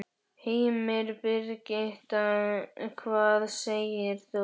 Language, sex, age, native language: Icelandic, male, 11, Icelandic